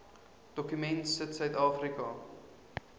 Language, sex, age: Afrikaans, male, 23